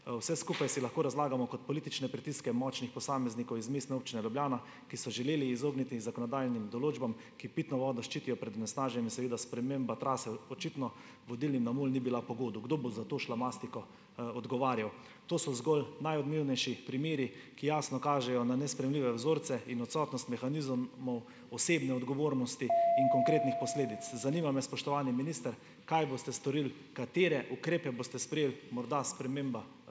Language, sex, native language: Slovenian, male, Slovenian